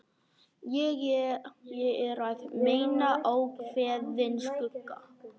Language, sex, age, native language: Icelandic, male, 11, Icelandic